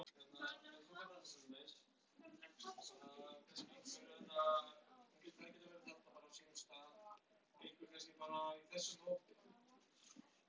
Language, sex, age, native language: Icelandic, female, 18-19, Icelandic